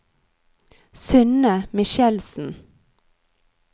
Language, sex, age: Norwegian, female, 39